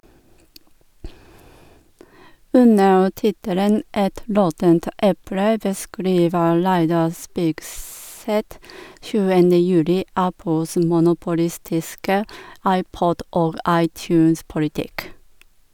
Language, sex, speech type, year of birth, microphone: Norwegian, female, read, 1978, Sennheiser